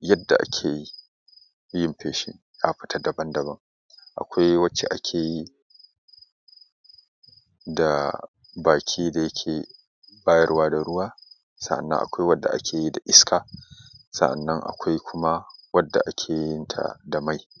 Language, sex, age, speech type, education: Hausa, male, 30-45, spontaneous, tertiary